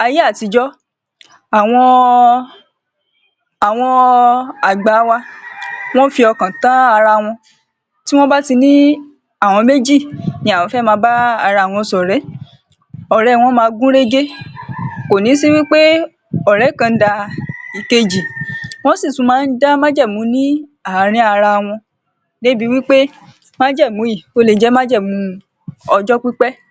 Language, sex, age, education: Yoruba, female, 46-60, secondary